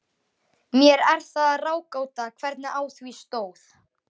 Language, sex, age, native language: Icelandic, male, 11, Icelandic